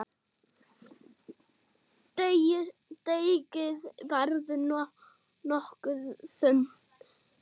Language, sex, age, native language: Icelandic, male, 6, German